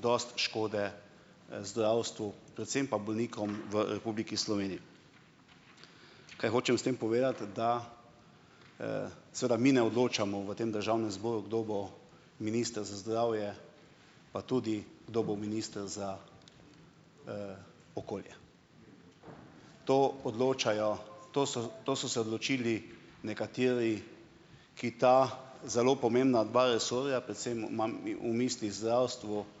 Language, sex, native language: Slovenian, male, Slovenian